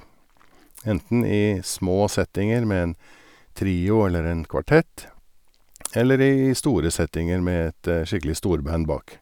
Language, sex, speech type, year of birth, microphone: Norwegian, male, spontaneous, 1961, Sennheiser